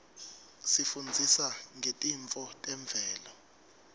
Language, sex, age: Swati, male, 23